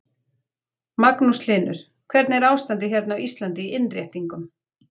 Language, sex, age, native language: Icelandic, female, 40-49, Icelandic